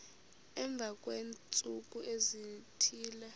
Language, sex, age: Xhosa, female, 26